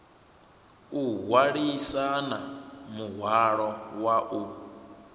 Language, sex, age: Venda, male, 27